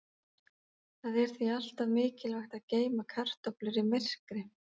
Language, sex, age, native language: Icelandic, female, 40-49, Icelandic